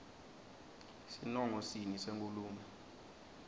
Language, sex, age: Swati, male, 19